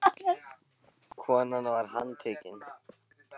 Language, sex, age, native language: Icelandic, male, 18-19, Icelandic